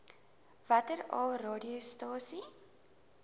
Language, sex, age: Afrikaans, female, 19